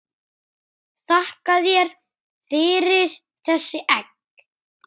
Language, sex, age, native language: Icelandic, male, 8, Icelandic